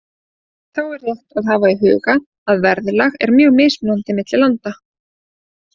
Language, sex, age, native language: Icelandic, female, 30-39, Icelandic